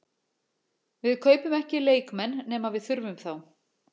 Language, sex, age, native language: Icelandic, female, 40-49, Icelandic